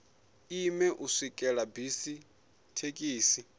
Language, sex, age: Venda, male, 21